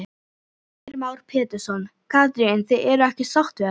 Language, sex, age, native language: Icelandic, female, 11, Icelandic